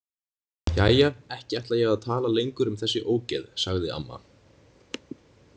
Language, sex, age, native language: Icelandic, male, 20-29, Icelandic